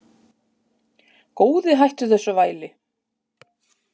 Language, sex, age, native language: Icelandic, female, 50-59, Icelandic